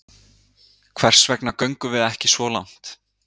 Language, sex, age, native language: Icelandic, male, 30-39, Icelandic